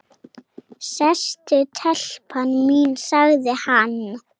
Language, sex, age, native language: Icelandic, female, 7, Icelandic